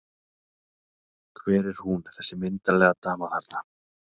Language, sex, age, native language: Icelandic, male, 30-39, Icelandic